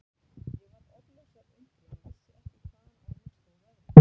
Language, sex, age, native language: Icelandic, female, 50-59, Icelandic